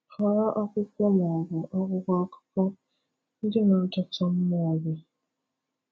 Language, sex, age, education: Igbo, female, 15-29, tertiary